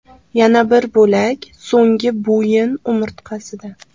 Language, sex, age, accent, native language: Uzbek, female, 18-24, Samarqand, Uzbek